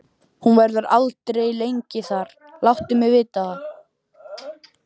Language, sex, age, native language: Icelandic, male, 12, Icelandic